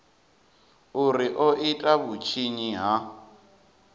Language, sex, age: Venda, male, 19